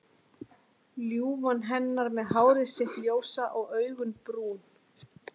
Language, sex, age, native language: Icelandic, female, 13, Icelandic